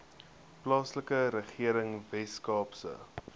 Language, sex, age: Afrikaans, male, 21